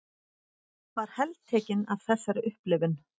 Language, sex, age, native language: Icelandic, female, 40-49, Icelandic